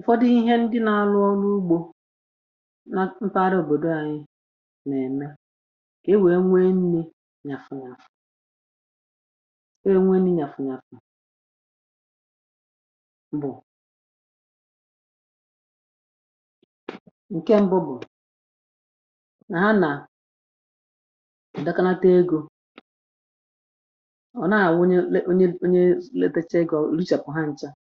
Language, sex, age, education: Igbo, female, 30-45, tertiary